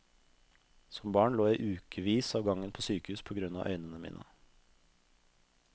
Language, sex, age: Norwegian, male, 32